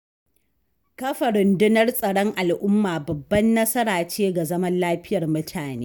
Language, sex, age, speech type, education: Hausa, female, 15-29, read, tertiary